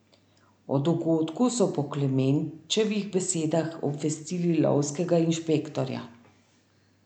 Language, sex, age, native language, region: Slovenian, female, 30-49, Slovenian, Central Slovenia